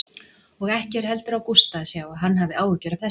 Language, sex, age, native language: Icelandic, female, 40-49, Icelandic